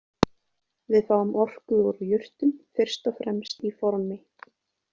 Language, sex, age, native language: Icelandic, female, 20-29, Icelandic